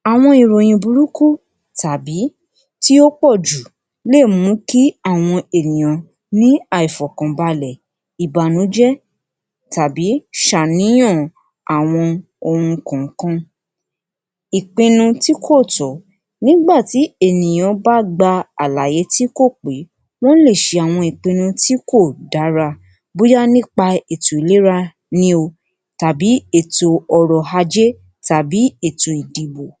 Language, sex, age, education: Yoruba, female, 60+, tertiary